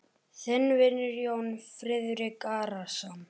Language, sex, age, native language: Icelandic, female, 8, Icelandic